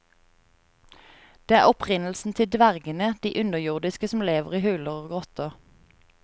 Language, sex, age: Norwegian, female, 30